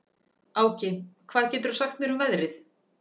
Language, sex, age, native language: Icelandic, female, 40-49, Icelandic